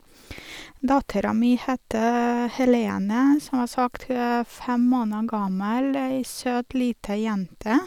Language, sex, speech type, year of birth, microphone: Norwegian, female, spontaneous, 1983, Sennheiser